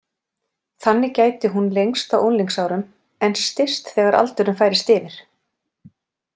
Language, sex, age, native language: Icelandic, female, 40-49, Icelandic